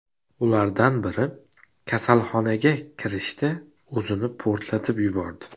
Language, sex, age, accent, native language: Uzbek, male, 18-24, Namangan, Uzbek